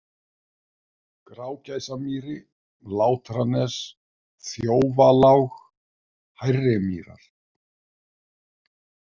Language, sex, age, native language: Icelandic, male, 50-59, Icelandic